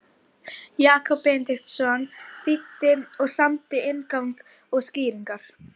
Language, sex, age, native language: Icelandic, female, 40-49, Icelandic